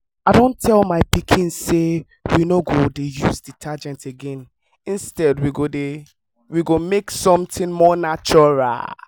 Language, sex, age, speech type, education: Nigerian Pidgin, male, 15-29, spontaneous, tertiary